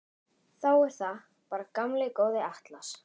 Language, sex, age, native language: Icelandic, male, 11, Icelandic